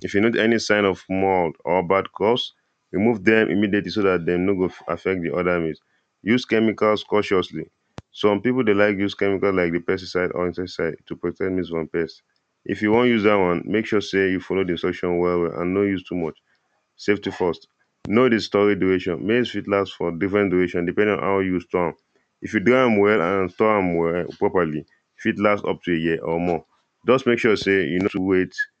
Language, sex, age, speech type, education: Nigerian Pidgin, male, 15-29, spontaneous, primary